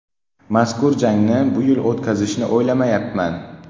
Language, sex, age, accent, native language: Uzbek, male, 12-17, Namangan, Uzbek